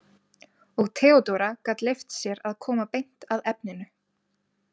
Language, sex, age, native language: Icelandic, female, 20-29, Icelandic